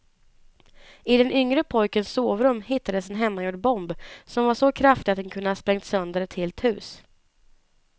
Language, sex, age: Swedish, female, 19